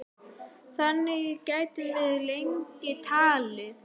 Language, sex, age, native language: Icelandic, female, 9, Icelandic